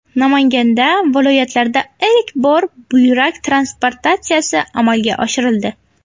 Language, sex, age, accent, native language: Uzbek, female, under 19, Navoiy, Uzbek